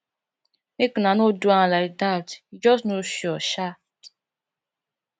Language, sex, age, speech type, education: Nigerian Pidgin, female, 15-29, spontaneous, tertiary